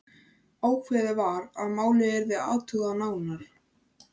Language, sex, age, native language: Icelandic, male, 13, Icelandic